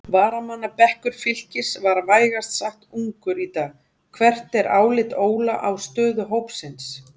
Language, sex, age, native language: Icelandic, female, 40-49, Icelandic